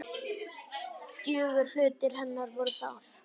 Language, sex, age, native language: Icelandic, male, 10, Icelandic